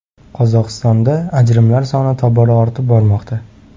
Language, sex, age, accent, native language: Uzbek, male, 18-24, Sirdaryo, Uzbek